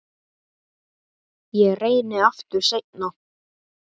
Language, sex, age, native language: Icelandic, male, 8, Icelandic